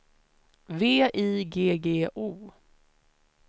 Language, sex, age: Swedish, female, 30